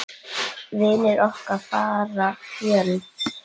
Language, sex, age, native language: Icelandic, female, 8, Icelandic